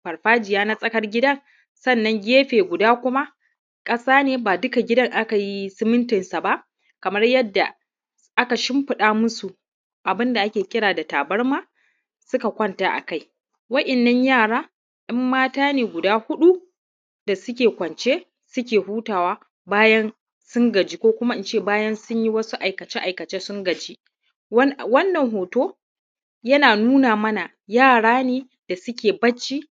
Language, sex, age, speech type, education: Hausa, male, 30-45, spontaneous, primary